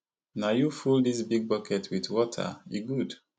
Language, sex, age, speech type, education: Nigerian Pidgin, male, 30-45, spontaneous, tertiary